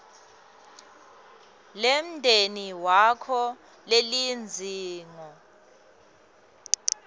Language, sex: Swati, female